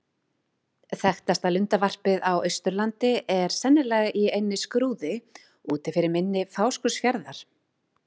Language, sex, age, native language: Icelandic, female, 40-49, Icelandic